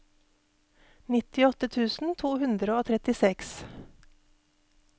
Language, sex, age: Norwegian, female, 48